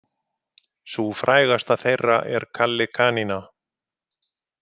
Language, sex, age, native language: Icelandic, male, 50-59, Icelandic